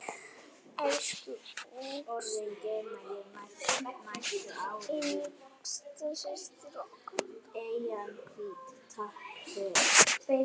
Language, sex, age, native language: Icelandic, female, 8, Icelandic